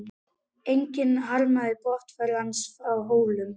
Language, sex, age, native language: Icelandic, male, 11, Icelandic